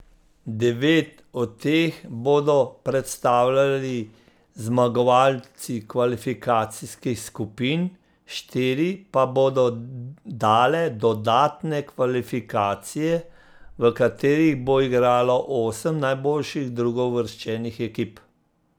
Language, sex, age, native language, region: Slovenian, male, 50-59, Slovenian, Central Slovenia